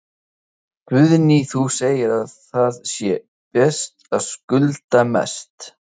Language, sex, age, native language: Icelandic, male, 30-39, Icelandic